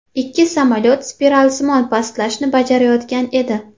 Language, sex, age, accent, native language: Uzbek, female, 18-24, Qashqadaryo, Uzbek